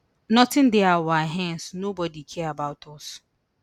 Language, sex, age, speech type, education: Nigerian Pidgin, female, 30-45, spontaneous, tertiary